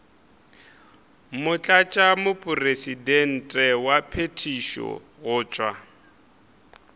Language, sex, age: Northern Sotho, male, 23